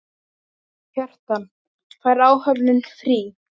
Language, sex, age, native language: Icelandic, male, 10, Icelandic